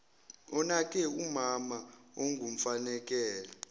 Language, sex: Zulu, male